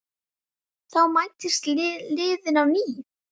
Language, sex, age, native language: Icelandic, female, 10, Icelandic